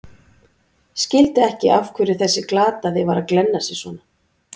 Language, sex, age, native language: Icelandic, female, 40-49, Icelandic